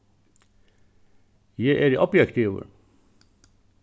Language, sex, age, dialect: Faroese, male, 61+, Suðuroy